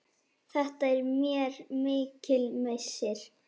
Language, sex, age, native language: Icelandic, female, 8, Icelandic